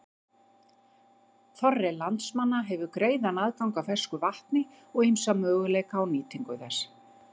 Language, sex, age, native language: Icelandic, female, 50-59, Icelandic